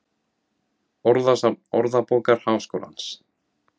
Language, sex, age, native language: Icelandic, male, 17, Icelandic